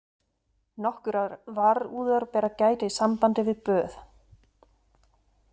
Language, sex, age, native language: Icelandic, female, 30-39, German